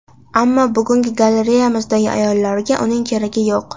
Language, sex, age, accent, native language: Uzbek, female, under 19, Qashqadaryo, Uzbek